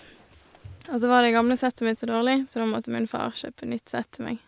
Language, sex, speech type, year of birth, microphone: Norwegian, female, spontaneous, 1988, Shure